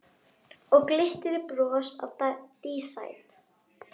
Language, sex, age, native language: Icelandic, female, 12, Icelandic